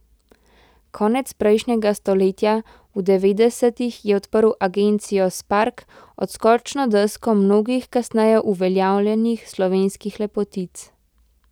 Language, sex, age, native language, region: Slovenian, female, 18-29, Slovenian, Central Slovenia